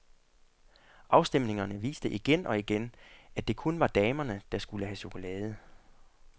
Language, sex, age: Danish, male, 40